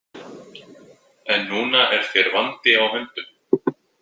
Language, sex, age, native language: Icelandic, male, 20-29, Icelandic